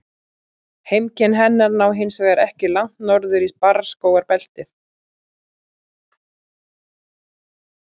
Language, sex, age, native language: Icelandic, female, 40-49, Icelandic